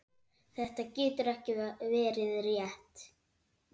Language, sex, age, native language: Icelandic, male, 8, Icelandic